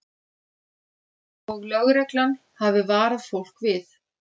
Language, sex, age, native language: Icelandic, female, 30-39, Icelandic